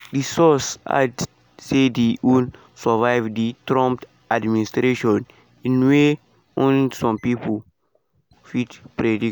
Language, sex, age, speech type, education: Nigerian Pidgin, male, 15-29, spontaneous, secondary